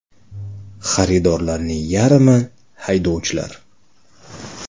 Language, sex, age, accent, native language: Uzbek, male, 35+, Toshkent shahri, Uzbek